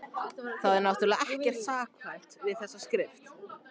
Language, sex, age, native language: Icelandic, male, 14, Icelandic